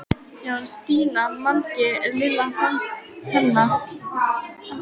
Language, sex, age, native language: Icelandic, female, 12, Icelandic